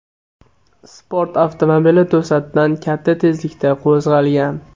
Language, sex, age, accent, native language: Uzbek, male, 18-24, Namangan, Uzbek